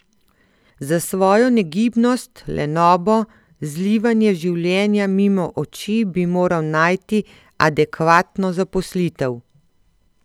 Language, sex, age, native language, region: Slovenian, female, 50-59, Slovenian, Central Slovenia